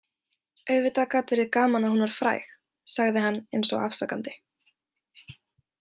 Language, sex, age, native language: Icelandic, female, 20-29, Icelandic